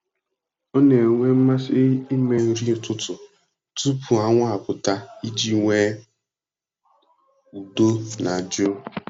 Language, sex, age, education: Igbo, male, 15-29, tertiary